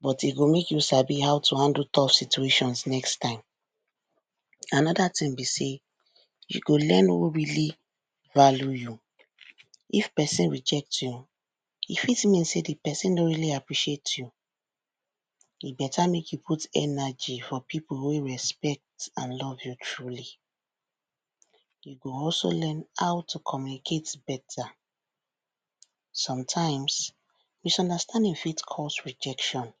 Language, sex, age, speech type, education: Nigerian Pidgin, female, 15-29, spontaneous, tertiary